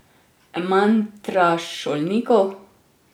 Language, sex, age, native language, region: Slovenian, female, 30-49, Slovenian, Drava region